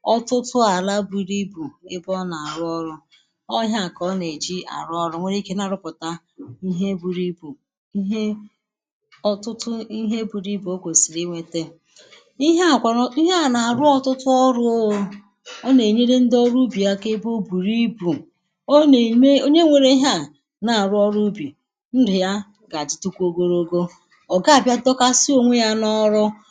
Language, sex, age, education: Igbo, female, 46-60, secondary